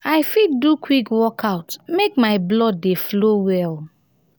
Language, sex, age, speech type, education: Nigerian Pidgin, female, 30-45, spontaneous, tertiary